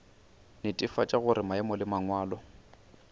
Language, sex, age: Northern Sotho, male, 29